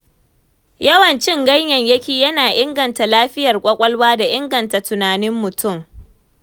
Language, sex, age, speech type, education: Hausa, female, 15-29, read, tertiary